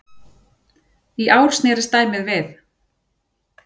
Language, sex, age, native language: Icelandic, female, 40-49, Icelandic